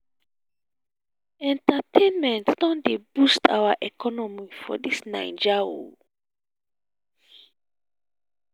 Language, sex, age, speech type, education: Nigerian Pidgin, female, 15-29, spontaneous, tertiary